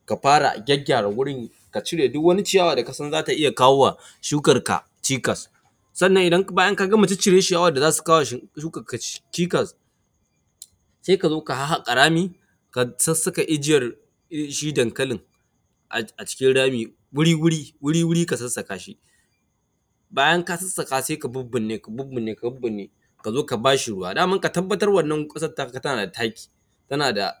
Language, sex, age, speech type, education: Hausa, male, 15-29, spontaneous, primary